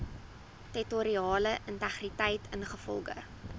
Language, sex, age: Afrikaans, female, 19